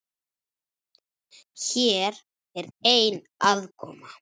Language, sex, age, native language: Icelandic, male, 10, Icelandic